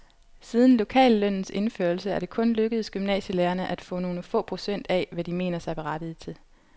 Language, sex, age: Danish, female, 25